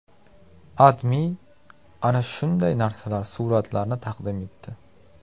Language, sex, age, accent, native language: Uzbek, male, 18-24, Namangan, Uzbek